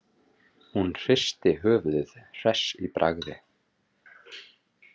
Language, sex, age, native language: Icelandic, male, 30-39, Icelandic